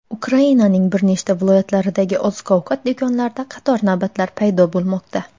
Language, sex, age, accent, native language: Uzbek, female, under 19, Xorazm, Uzbek